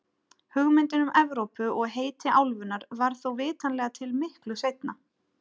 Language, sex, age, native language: Icelandic, female, 30-39, Icelandic